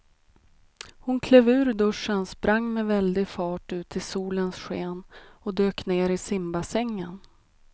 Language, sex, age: Swedish, female, 36